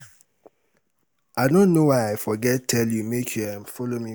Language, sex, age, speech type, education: Nigerian Pidgin, male, 30-45, spontaneous, tertiary